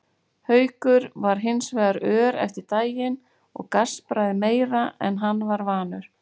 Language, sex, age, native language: Icelandic, female, 40-49, Icelandic